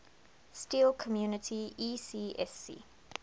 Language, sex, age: English, female, 21